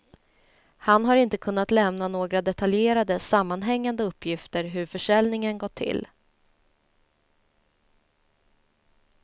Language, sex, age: Swedish, female, 30